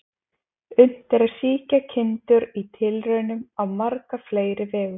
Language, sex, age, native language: Icelandic, female, 20-29, Icelandic